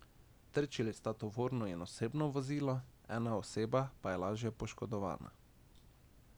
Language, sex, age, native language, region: Slovenian, male, 18-29, Slovenian, Drava region